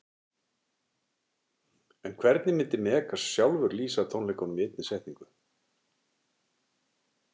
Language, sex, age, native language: Icelandic, male, 60-69, Icelandic